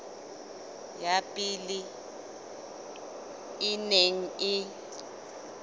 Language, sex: Southern Sotho, female